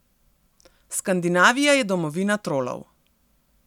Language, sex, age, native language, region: Slovenian, female, 30-49, Slovenian, Central Slovenia